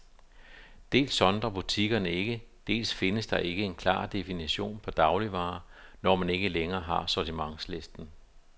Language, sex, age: Danish, male, 52